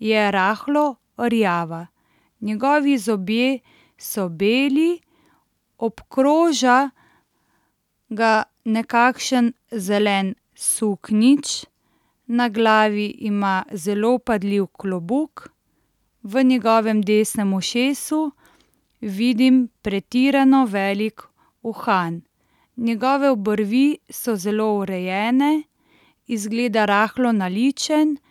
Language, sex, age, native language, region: Slovenian, female, 30-49, Slovenian, Central Slovenia